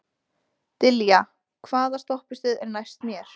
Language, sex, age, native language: Icelandic, female, 20-29, Icelandic